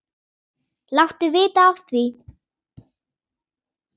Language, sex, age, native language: Icelandic, female, 10, Icelandic